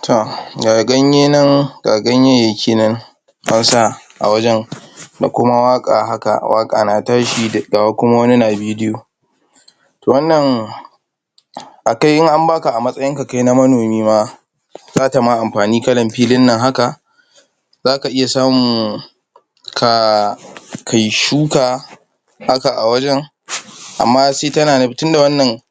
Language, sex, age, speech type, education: Hausa, male, 15-29, spontaneous, tertiary